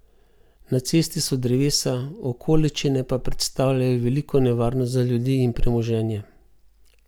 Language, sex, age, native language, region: Slovenian, male, 50-59, Slovenian, Gorenjska region